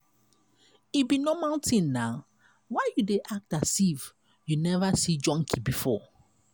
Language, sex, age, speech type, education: Nigerian Pidgin, female, 30-45, spontaneous, tertiary